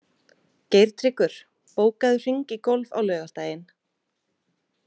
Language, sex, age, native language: Icelandic, female, 20-29, Icelandic